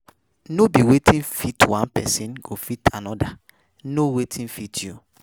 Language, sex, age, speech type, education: Nigerian Pidgin, male, 15-29, spontaneous, tertiary